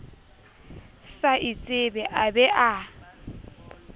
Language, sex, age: Southern Sotho, female, 22